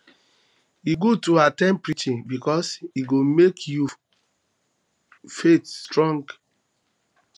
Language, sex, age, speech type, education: Nigerian Pidgin, male, 30-45, spontaneous, tertiary